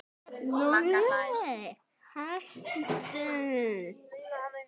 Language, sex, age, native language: Icelandic, male, 9, Icelandic